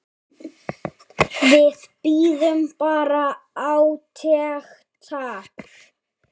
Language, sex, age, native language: Icelandic, male, 7, Icelandic